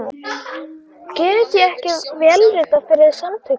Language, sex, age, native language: Icelandic, female, 13, Icelandic